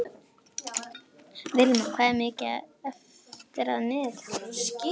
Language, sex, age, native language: Icelandic, female, 12, Icelandic